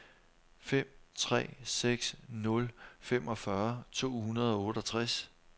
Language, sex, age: Danish, male, 43